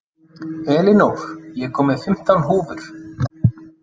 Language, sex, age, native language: Icelandic, male, 30-39, Icelandic